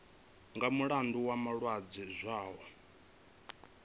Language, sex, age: Venda, male, 25